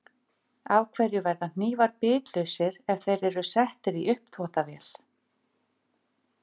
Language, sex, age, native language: Icelandic, female, 50-59, Icelandic